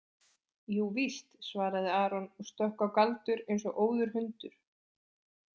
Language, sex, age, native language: Icelandic, female, 20-29, Icelandic